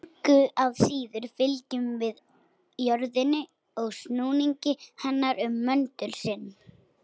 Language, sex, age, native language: Icelandic, female, 60-69, Icelandic